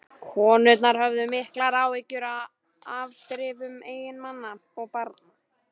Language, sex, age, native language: Icelandic, female, 12, Icelandic